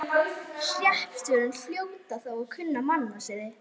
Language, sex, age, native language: Icelandic, female, 11, Icelandic